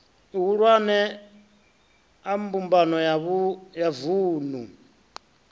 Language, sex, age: Venda, male, 33